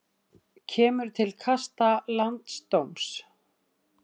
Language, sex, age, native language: Icelandic, female, 60-69, Icelandic